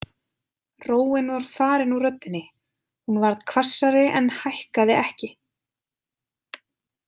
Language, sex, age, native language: Icelandic, female, 20-29, Icelandic